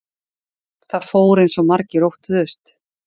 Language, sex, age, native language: Icelandic, female, 40-49, Icelandic